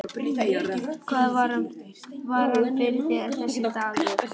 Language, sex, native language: Icelandic, female, Chinese